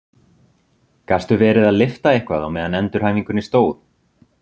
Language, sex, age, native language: Icelandic, male, 30-39, Icelandic